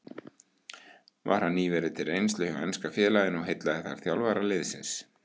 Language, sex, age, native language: Icelandic, male, 18-19, Icelandic